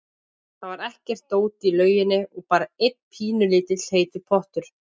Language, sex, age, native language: Icelandic, female, 50-59, Icelandic